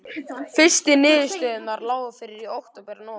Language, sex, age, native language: Icelandic, male, 11, Icelandic